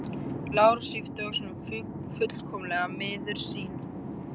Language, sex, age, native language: Icelandic, male, 13, Icelandic